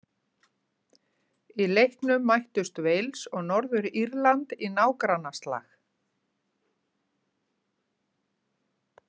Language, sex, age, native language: Icelandic, female, 50-59, Icelandic